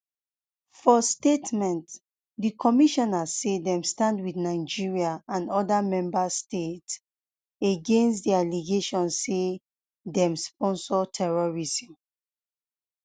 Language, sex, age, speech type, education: Nigerian Pidgin, female, 15-29, spontaneous, tertiary